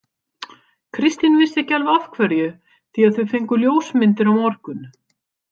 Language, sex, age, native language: Icelandic, female, 50-59, Icelandic